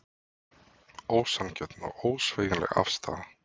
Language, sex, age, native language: Icelandic, male, 20-29, Icelandic